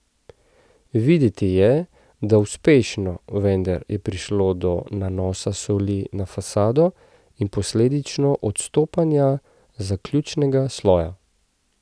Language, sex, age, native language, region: Slovenian, male, 30-49, Slovenian, Central Slovenia